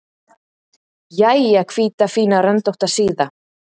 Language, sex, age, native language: Icelandic, female, 30-39, Icelandic